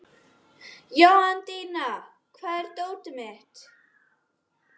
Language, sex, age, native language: Icelandic, female, 12, Icelandic